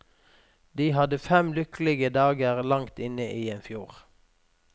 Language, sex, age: Norwegian, male, 46